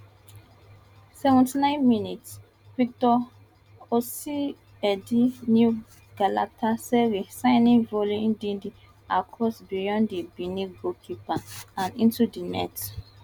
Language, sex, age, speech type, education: Nigerian Pidgin, female, 15-29, spontaneous, tertiary